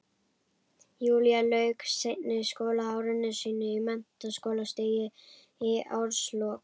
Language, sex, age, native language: Icelandic, female, 11, Icelandic